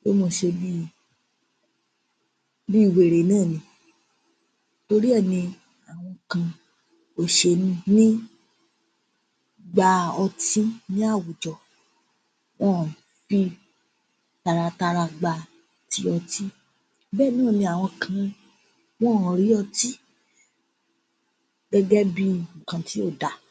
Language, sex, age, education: Yoruba, female, 15-29, tertiary